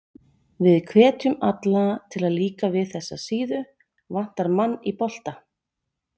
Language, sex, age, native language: Icelandic, female, 40-49, Icelandic